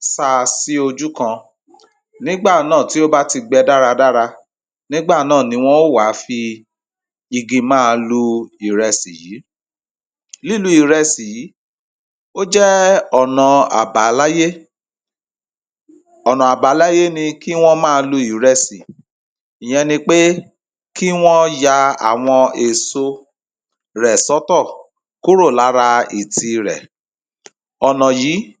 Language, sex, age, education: Yoruba, male, 30-45, primary